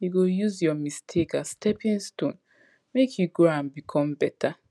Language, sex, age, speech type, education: Nigerian Pidgin, female, 15-29, spontaneous, tertiary